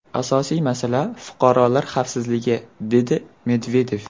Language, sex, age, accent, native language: Uzbek, male, 18-24, Surxondaryo, Uzbek